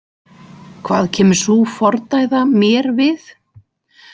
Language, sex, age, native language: Icelandic, female, 40-49, Icelandic